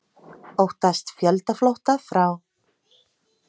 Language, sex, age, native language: Icelandic, female, 30-39, Icelandic